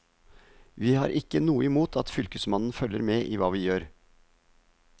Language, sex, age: Norwegian, male, 50